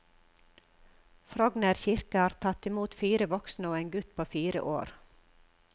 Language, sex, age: Norwegian, female, 54